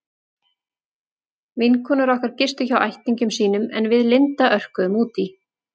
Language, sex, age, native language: Icelandic, female, 40-49, Icelandic